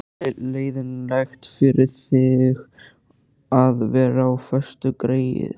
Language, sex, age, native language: Icelandic, male, 13, Icelandic